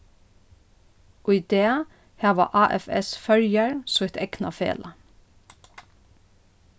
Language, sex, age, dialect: Faroese, female, 36-60, Norðuroyggjar